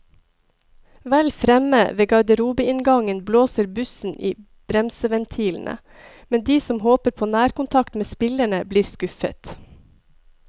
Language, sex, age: Norwegian, female, 42